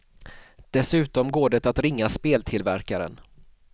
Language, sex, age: Swedish, male, 31